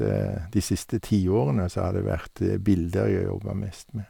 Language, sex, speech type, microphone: Norwegian, male, spontaneous, Sennheiser